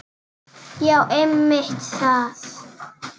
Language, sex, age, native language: Icelandic, female, 8, Icelandic